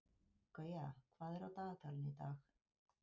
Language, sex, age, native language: Icelandic, female, 50-59, Icelandic